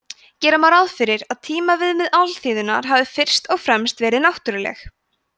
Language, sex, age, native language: Icelandic, female, 20-29, Icelandic